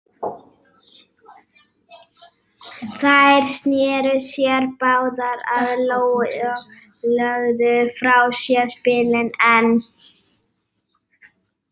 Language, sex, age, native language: Icelandic, female, 18-19, Icelandic